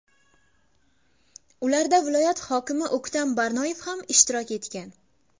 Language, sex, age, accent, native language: Uzbek, female, under 19, Buxoro, Uzbek